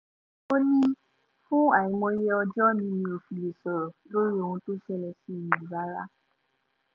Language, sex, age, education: Yoruba, female, 15-29, tertiary